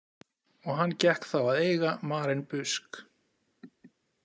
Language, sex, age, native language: Icelandic, male, 40-49, Icelandic